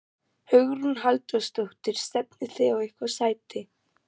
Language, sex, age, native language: Icelandic, male, 12, German